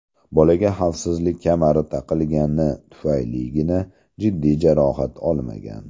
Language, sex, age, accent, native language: Uzbek, male, 35+, Andijon, Uzbek